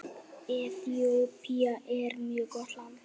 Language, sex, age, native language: Icelandic, male, 8, Icelandic